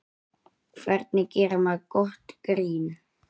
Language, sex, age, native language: Icelandic, male, 9, Icelandic